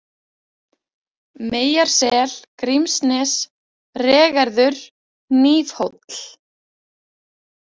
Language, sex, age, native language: Icelandic, female, 20-29, Icelandic